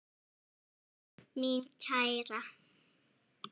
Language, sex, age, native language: Icelandic, female, 7, Icelandic